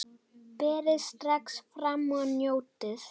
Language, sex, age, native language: Icelandic, female, 9, Icelandic